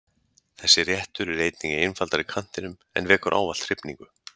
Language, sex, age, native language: Icelandic, male, 40-49, Icelandic